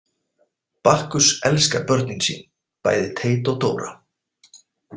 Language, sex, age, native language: Icelandic, male, 40-49, Icelandic